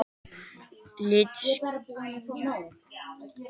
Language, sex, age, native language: Icelandic, male, 18-19, Icelandic